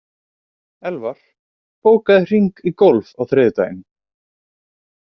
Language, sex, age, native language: Icelandic, male, 18-19, Icelandic